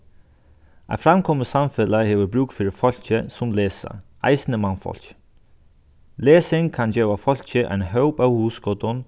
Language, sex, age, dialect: Faroese, male, 36-60, Sandoy